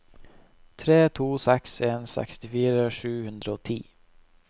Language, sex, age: Norwegian, male, 21